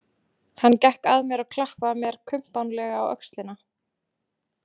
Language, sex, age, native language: Icelandic, female, 20-29, Icelandic